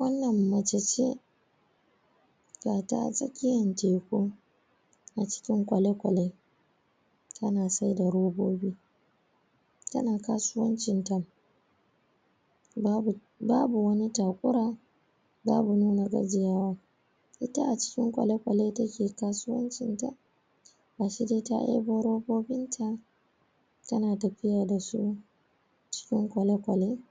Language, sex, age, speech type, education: Hausa, female, 15-29, spontaneous, primary